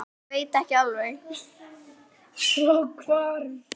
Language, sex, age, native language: Icelandic, female, 10, Icelandic